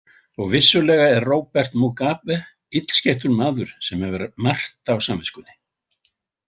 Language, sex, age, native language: Icelandic, male, 80-89, Icelandic